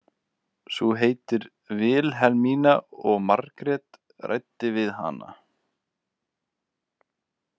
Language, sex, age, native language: Icelandic, male, 20-29, Icelandic